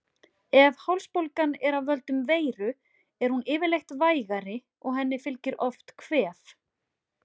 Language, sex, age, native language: Icelandic, female, 40-49, Icelandic